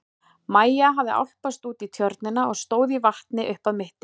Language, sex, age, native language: Icelandic, female, 40-49, Icelandic